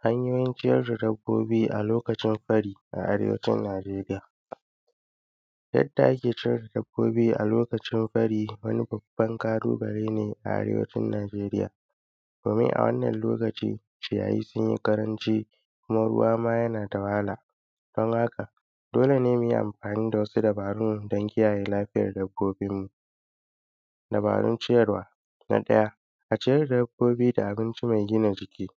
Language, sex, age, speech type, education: Hausa, male, 15-29, spontaneous, secondary